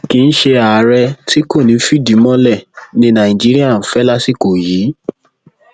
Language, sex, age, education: Yoruba, male, 15-29, secondary